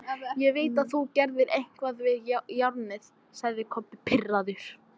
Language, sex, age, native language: Icelandic, female, 14, English